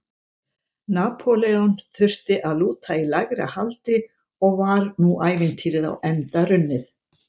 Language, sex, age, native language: Icelandic, female, 70-79, Icelandic